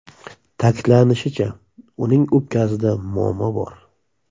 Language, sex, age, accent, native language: Uzbek, male, 25-34, Samarqand, Uzbek